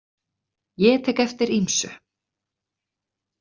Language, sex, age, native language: Icelandic, female, 30-39, Icelandic